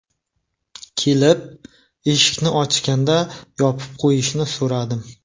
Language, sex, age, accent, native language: Uzbek, male, 35+, Navoiy, Uzbek